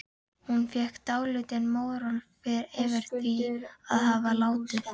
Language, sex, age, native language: Icelandic, female, 12, Icelandic